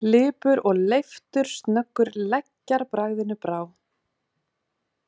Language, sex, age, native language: Icelandic, female, 30-39, Icelandic